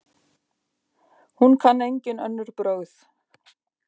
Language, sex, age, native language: Icelandic, female, 50-59, Icelandic